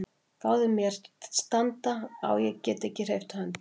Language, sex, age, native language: Icelandic, female, 40-49, Icelandic